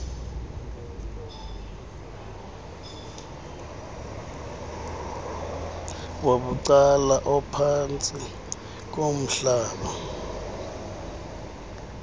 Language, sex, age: Xhosa, male, 35